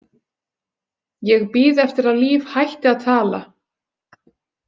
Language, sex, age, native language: Icelandic, female, 40-49, Icelandic